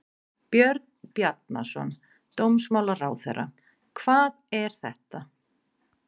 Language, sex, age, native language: Icelandic, female, 30-39, Icelandic